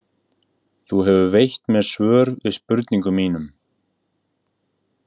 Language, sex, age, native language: Icelandic, male, 18-19, Icelandic